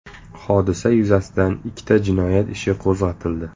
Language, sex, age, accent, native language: Uzbek, male, 25-34, Surxondaryo, Uzbek